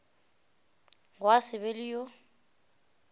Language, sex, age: Northern Sotho, female, 18